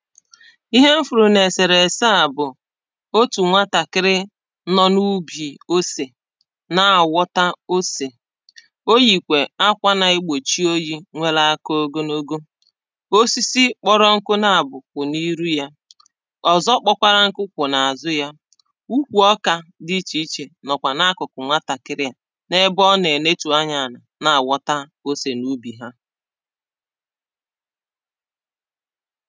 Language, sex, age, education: Igbo, female, 30-45, primary